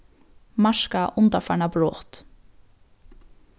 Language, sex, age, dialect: Faroese, female, 15-35, Norðurstreymoy/Eysturoy